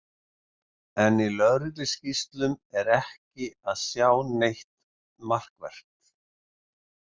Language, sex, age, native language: Icelandic, male, 60-69, Icelandic